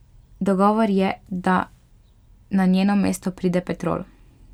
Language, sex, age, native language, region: Slovenian, female, 12-17, Slovenian, Pomurje region